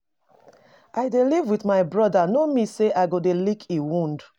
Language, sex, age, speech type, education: Nigerian Pidgin, female, 30-45, spontaneous, tertiary